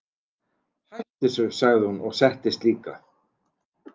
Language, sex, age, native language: Icelandic, male, 40-49, Icelandic